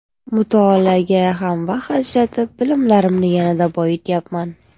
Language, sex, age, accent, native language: Uzbek, female, 18-24, Navoiy, Uzbek